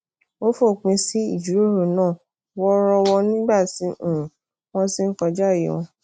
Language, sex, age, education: Yoruba, female, 15-29, tertiary